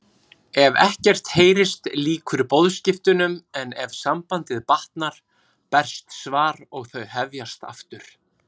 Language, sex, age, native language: Icelandic, female, 30-39, Icelandic